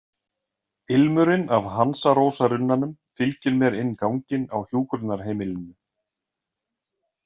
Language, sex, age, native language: Icelandic, male, 40-49, Icelandic